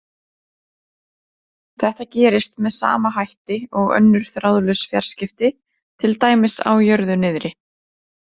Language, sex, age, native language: Icelandic, female, 30-39, Icelandic